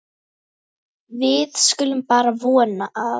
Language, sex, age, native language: Icelandic, female, 9, Icelandic